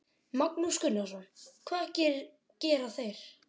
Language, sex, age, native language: Icelandic, male, 12, Icelandic